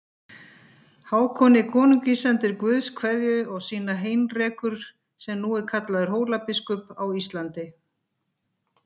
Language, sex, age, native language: Icelandic, female, 50-59, Icelandic